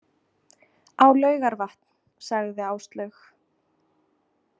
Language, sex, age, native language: Icelandic, female, 20-29, Icelandic